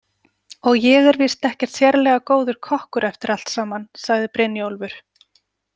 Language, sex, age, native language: Icelandic, female, 40-49, Icelandic